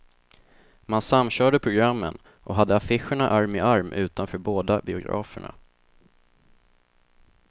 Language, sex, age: Swedish, male, 24